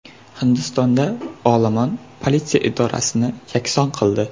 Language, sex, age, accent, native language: Uzbek, male, 18-24, Surxondaryo, Uzbek